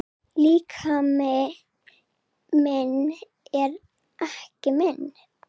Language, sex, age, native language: Icelandic, female, 7, Serbo-Croatian